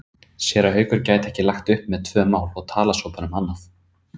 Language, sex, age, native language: Icelandic, male, 30-39, Icelandic